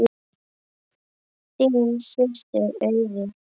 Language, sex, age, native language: Icelandic, male, 9, Icelandic